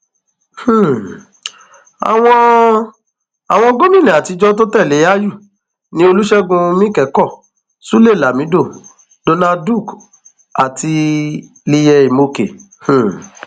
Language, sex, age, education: Yoruba, male, 15-29, tertiary